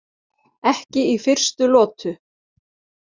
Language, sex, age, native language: Icelandic, female, 30-39, Icelandic